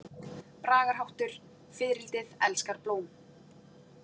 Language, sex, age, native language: Icelandic, female, 40-49, Icelandic